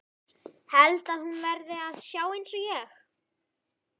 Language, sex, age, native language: Icelandic, female, 11, Icelandic